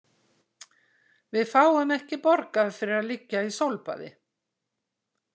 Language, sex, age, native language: Icelandic, female, 60-69, Icelandic